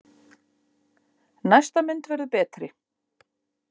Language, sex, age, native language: Icelandic, female, 50-59, Icelandic